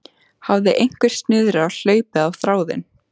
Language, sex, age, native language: Icelandic, female, 14, Icelandic